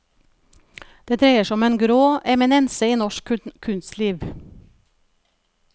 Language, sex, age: Norwegian, female, 37